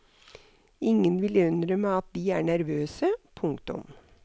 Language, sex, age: Norwegian, female, 63